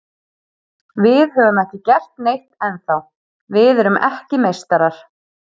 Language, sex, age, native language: Icelandic, female, 30-39, Icelandic